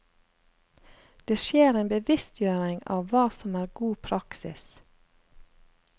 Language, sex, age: Norwegian, female, 35